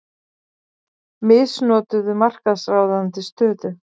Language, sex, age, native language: Icelandic, female, 40-49, Icelandic